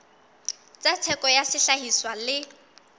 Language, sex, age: Southern Sotho, female, 19